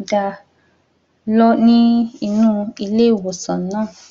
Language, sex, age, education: Yoruba, female, 30-45, tertiary